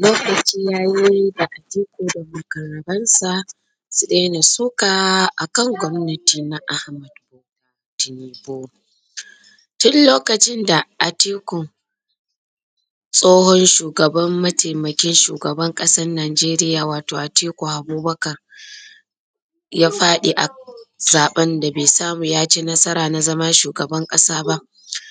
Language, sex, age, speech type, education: Hausa, female, 30-45, spontaneous, tertiary